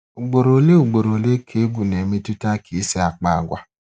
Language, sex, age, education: Igbo, male, 15-29, secondary